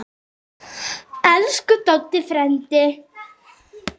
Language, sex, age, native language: Icelandic, male, 8, Icelandic